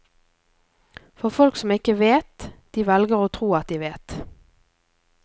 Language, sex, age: Norwegian, female, 24